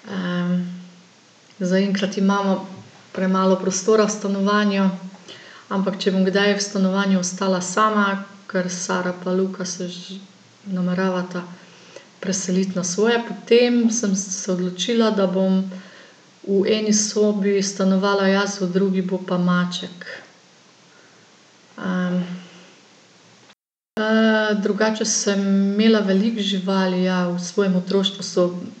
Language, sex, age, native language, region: Slovenian, female, 50-59, Slovenian, Gorenjska region